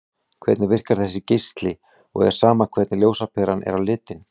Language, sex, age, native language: Icelandic, male, 40-49, Icelandic